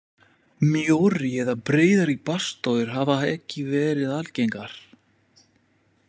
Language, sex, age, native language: Icelandic, male, 20-29, French